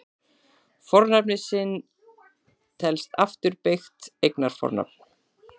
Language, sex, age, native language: Icelandic, female, 40-49, Icelandic